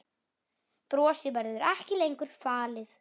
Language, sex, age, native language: Icelandic, female, 7, Icelandic